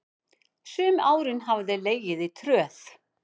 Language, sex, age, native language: Icelandic, female, 50-59, Icelandic